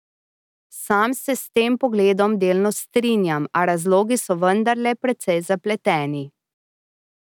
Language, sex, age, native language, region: Slovenian, female, 30-49, Slovenian, Drava region